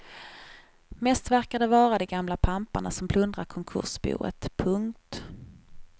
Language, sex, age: Swedish, female, 21